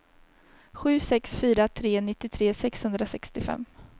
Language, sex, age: Swedish, female, 30